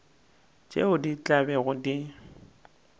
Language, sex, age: Northern Sotho, male, 19